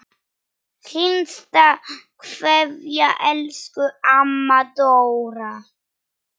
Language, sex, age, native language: Icelandic, female, 9, Polish